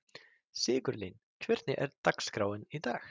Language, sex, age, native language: Icelandic, male, 30-39, Swedish